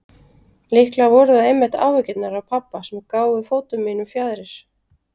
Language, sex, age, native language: Icelandic, female, 30-39, Icelandic